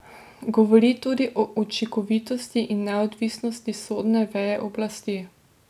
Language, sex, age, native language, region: Slovenian, female, 18-29, Slovenian, Drava region